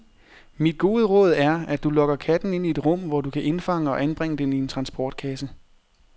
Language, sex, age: Danish, male, 30